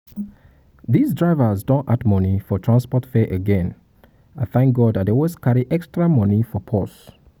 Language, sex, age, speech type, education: Nigerian Pidgin, male, 30-45, spontaneous, tertiary